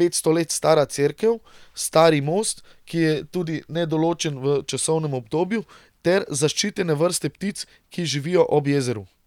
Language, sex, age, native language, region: Slovenian, male, 30-49, Slovenian, Central Slovenia